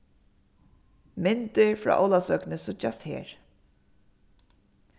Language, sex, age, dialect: Faroese, female, 15-35, Suðurstreymoy